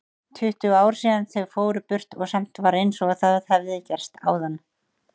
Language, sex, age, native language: Icelandic, female, 30-39, Icelandic